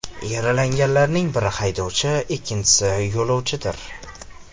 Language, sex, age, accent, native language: Uzbek, male, 18-24, Farg'ona, Uzbek